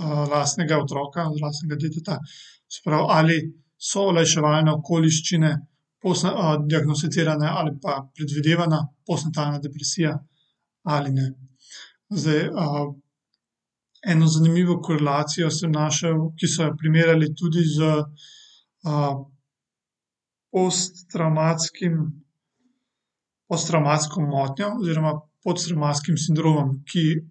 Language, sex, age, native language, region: Slovenian, male, 18-29, Slovenian, Central Slovenia